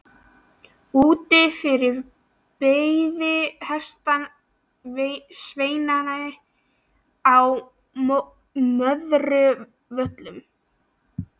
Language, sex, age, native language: Icelandic, female, 13, Icelandic